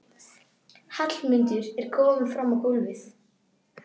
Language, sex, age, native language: Icelandic, female, 12, Icelandic